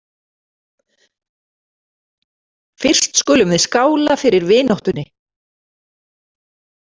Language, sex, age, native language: Icelandic, female, 40-49, Icelandic